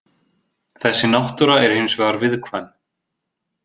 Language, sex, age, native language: Icelandic, male, 20-29, Icelandic